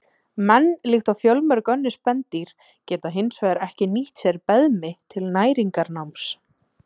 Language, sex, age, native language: Icelandic, female, 20-29, Icelandic